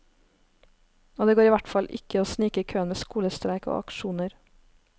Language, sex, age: Norwegian, female, 23